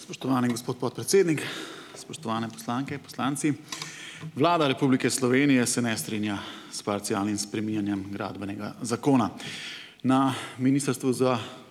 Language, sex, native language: Slovenian, male, Slovenian